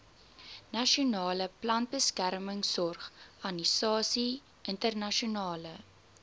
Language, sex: Afrikaans, female